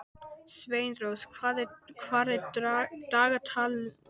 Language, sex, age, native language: Icelandic, male, 12, Icelandic